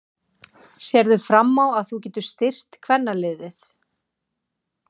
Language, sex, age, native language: Icelandic, female, 40-49, Icelandic